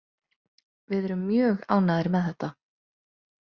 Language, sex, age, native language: Icelandic, female, 20-29, Icelandic